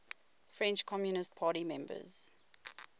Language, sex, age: English, female, 22